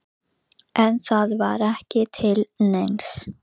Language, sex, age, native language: Icelandic, female, 11, Icelandic